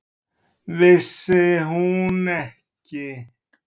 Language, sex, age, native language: Icelandic, male, 30-39, Icelandic